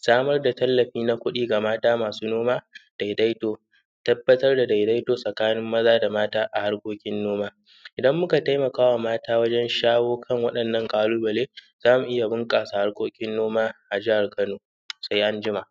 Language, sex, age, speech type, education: Hausa, male, 15-29, spontaneous, secondary